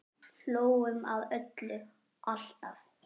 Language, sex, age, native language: Icelandic, female, 10, Icelandic